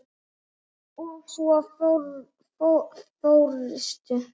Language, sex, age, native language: Icelandic, male, 8, Icelandic